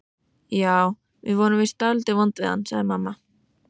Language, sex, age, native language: Icelandic, female, 14, Icelandic